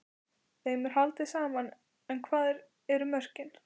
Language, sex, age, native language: Icelandic, female, 12, Icelandic